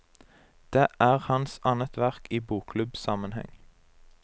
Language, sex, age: Norwegian, male, 23